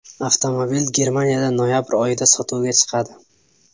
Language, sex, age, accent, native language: Uzbek, male, 18-24, Samarqand, Uzbek